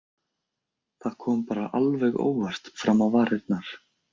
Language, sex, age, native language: Icelandic, male, 20-29, Icelandic